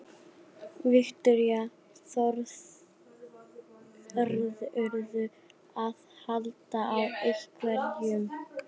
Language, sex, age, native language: Icelandic, female, 11, Icelandic